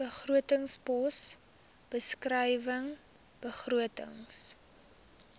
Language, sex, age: Afrikaans, female, 23